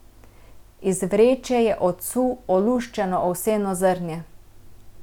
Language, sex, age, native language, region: Slovenian, female, 30-49, Slovenian, Central Slovenia